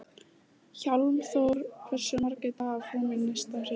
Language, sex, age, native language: Icelandic, female, 14, Icelandic